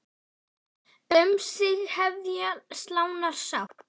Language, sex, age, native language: Icelandic, female, 10, Icelandic